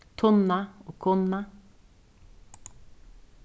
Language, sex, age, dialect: Faroese, female, 36-60, Suðuroy